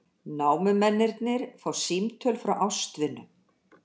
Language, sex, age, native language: Icelandic, female, 60-69, Icelandic